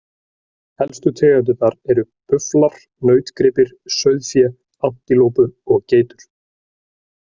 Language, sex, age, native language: Icelandic, male, 30-39, Icelandic